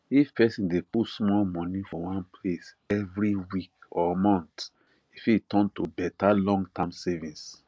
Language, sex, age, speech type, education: Nigerian Pidgin, male, 30-45, spontaneous, tertiary